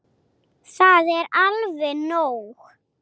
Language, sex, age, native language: Icelandic, female, 7, Icelandic